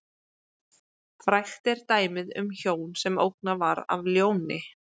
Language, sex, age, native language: Icelandic, female, 20-29, Icelandic